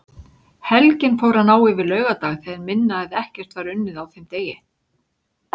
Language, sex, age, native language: Icelandic, female, 60-69, Icelandic